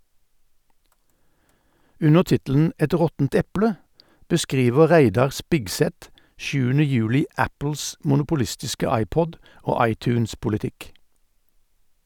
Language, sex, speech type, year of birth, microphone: Norwegian, male, read, 1952, Sennheiser